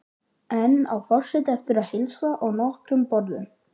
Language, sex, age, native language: Icelandic, male, 12, Icelandic